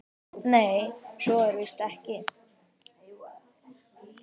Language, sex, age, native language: Icelandic, male, 10, Icelandic